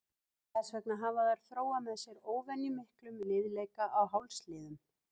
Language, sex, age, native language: Icelandic, female, 50-59, Icelandic